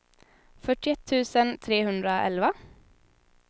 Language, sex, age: Swedish, female, 19